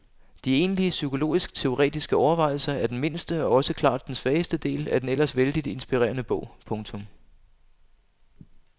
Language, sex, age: Danish, male, 25